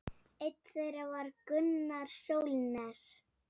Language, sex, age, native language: Icelandic, female, 7, Icelandic